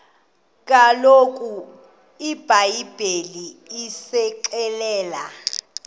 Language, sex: Xhosa, female